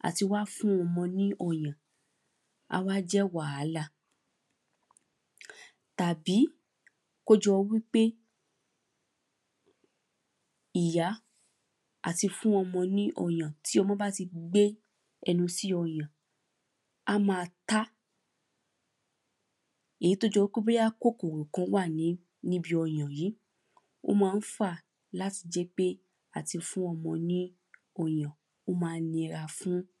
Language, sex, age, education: Yoruba, female, 15-29, primary